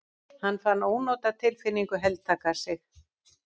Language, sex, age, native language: Icelandic, female, 60-69, Icelandic